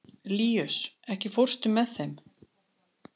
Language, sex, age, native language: Icelandic, female, 30-39, Icelandic